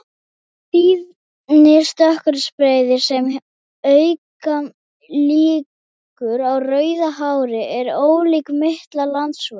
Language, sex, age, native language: Icelandic, female, 18-19, Icelandic